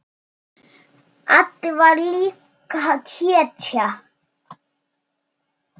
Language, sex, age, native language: Icelandic, male, 6, Icelandic